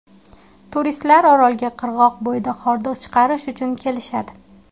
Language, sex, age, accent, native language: Uzbek, female, 19-29, Qashqadaryo, Uzbek